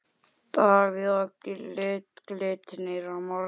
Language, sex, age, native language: Icelandic, male, 10, Icelandic